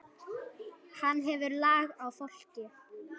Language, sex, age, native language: Icelandic, female, 10, Icelandic